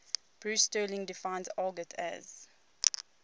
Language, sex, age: English, female, 22